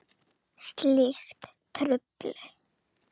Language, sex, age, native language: Icelandic, female, 9, Icelandic